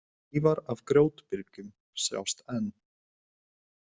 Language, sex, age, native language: Icelandic, male, 20-29, Icelandic